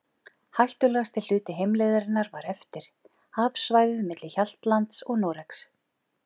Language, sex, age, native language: Icelandic, male, 11, Icelandic